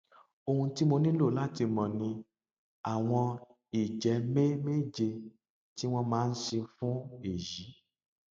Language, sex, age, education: Yoruba, male, 30-45, tertiary